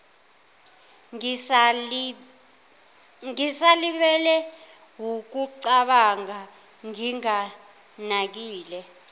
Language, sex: Zulu, female